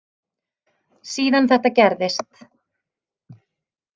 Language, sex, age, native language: Icelandic, female, 30-39, Icelandic